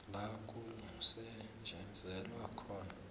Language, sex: South Ndebele, male